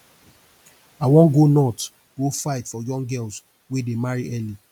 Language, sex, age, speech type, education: Nigerian Pidgin, male, 30-45, spontaneous, tertiary